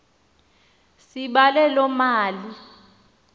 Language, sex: Xhosa, female